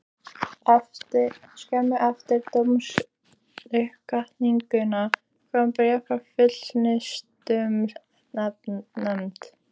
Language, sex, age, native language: Icelandic, female, 15, Icelandic